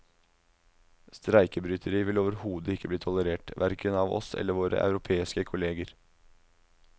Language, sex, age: Norwegian, male, 19